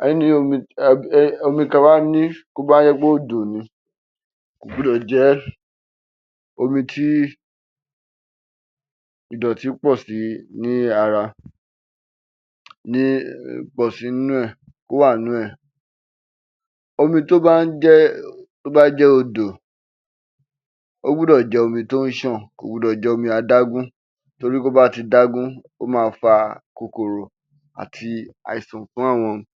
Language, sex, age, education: Yoruba, male, 15-29, tertiary